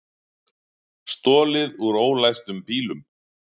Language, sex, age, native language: Icelandic, male, 40-49, Icelandic